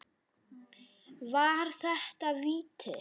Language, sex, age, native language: Icelandic, male, 9, Icelandic